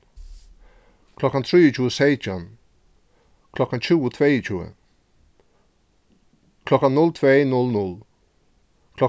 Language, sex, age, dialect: Faroese, male, 36-60, Suðurstreymoy